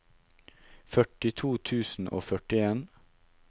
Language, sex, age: Norwegian, male, 19